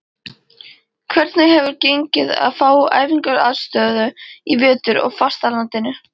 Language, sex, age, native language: Icelandic, female, 13, Icelandic